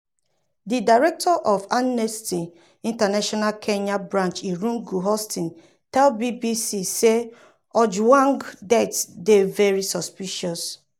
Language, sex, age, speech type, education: Nigerian Pidgin, female, 30-45, spontaneous, tertiary